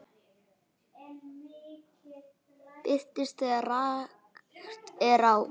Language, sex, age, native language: Icelandic, male, 8, Icelandic